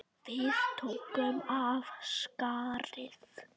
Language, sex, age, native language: Icelandic, female, 8, Icelandic